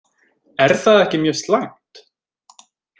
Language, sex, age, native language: Icelandic, male, 20-29, Icelandic